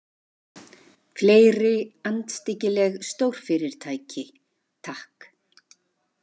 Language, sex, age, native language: Icelandic, female, 50-59, Icelandic